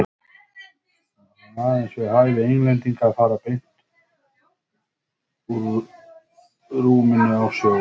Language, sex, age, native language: Icelandic, male, 50-59, Icelandic